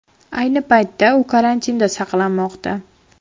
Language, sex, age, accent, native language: Uzbek, female, 12-17, Farg'ona, Uzbek